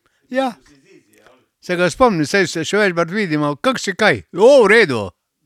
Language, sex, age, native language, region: Slovenian, male, 60+, Slovenian, Carinthia region